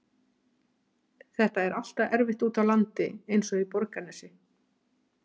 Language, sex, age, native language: Icelandic, female, 30-39, Icelandic